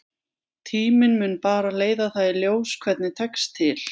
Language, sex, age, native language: Icelandic, female, 20-29, Icelandic